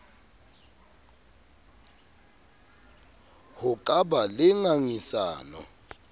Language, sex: Southern Sotho, male